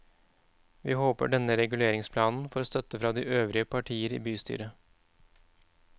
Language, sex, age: Norwegian, male, 31